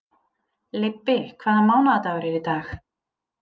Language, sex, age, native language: Icelandic, female, 30-39, Icelandic